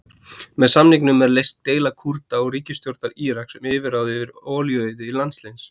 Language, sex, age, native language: Icelandic, male, 30-39, Icelandic